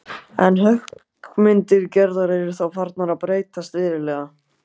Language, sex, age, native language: Icelandic, male, 15, Icelandic